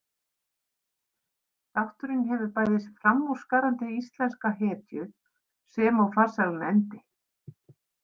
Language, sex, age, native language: Icelandic, female, 50-59, Icelandic